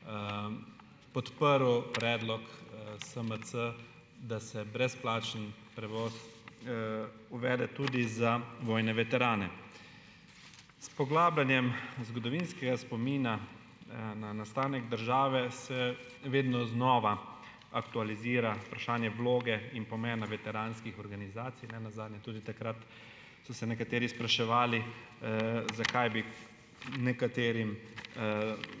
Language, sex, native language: Slovenian, male, Slovenian